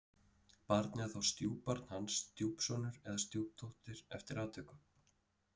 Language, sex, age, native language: Icelandic, male, 30-39, Icelandic